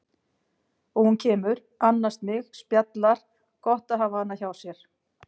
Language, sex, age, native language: Icelandic, female, 50-59, Icelandic